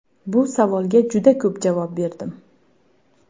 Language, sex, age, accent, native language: Uzbek, female, 19-29, Farg'ona, Uzbek